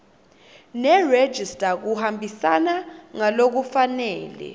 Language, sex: Swati, female